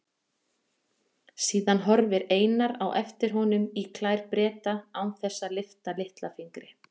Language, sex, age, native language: Icelandic, female, 40-49, Icelandic